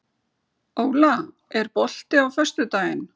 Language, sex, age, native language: Icelandic, female, 40-49, Icelandic